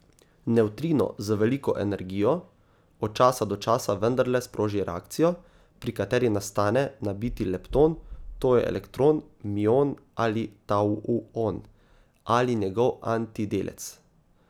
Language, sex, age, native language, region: Slovenian, male, 18-29, Slovenian, Savinja region